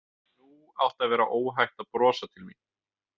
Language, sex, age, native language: Icelandic, male, 20-29, Icelandic